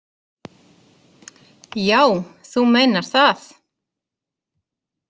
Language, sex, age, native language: Icelandic, female, 30-39, Icelandic